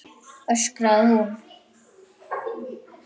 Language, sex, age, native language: Icelandic, male, 9, Icelandic